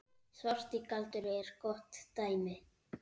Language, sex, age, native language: Icelandic, male, 8, Icelandic